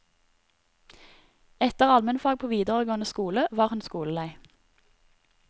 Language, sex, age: Norwegian, female, 30